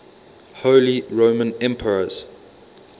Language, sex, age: English, male, 22